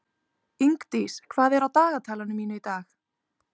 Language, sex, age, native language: Icelandic, female, 30-39, Icelandic